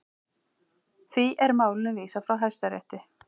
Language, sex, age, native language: Icelandic, female, 40-49, Icelandic